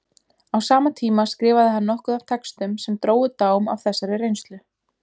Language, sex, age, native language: Icelandic, female, 20-29, Icelandic